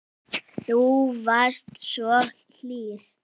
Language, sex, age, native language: Icelandic, female, 6, Icelandic